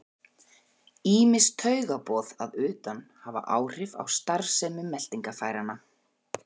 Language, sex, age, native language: Icelandic, female, 40-49, Icelandic